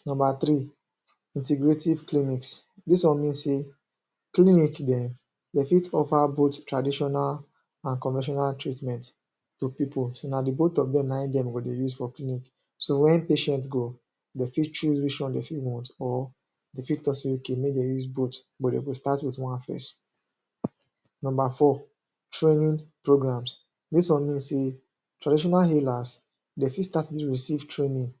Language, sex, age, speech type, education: Nigerian Pidgin, male, 15-29, spontaneous, secondary